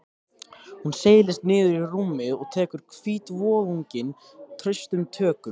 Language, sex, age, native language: Icelandic, male, 13, Icelandic